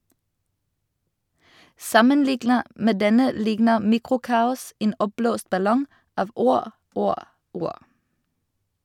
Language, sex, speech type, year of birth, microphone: Norwegian, female, read, 1985, Shure